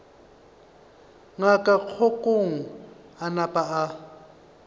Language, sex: Northern Sotho, male